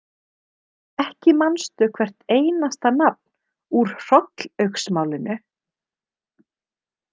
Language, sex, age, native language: Icelandic, female, 30-39, Icelandic